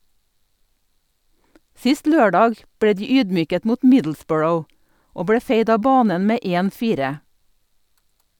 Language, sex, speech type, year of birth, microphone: Norwegian, female, read, 1962, Sennheiser